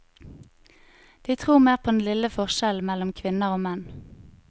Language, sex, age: Norwegian, female, 25